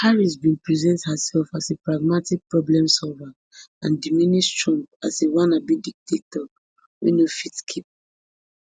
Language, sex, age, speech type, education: Nigerian Pidgin, female, 15-29, spontaneous, tertiary